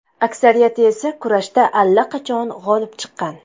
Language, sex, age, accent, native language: Uzbek, female, 18-24, Toshkent shahri, Uzbek